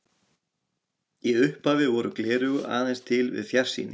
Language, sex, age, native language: Icelandic, male, 40-49, Icelandic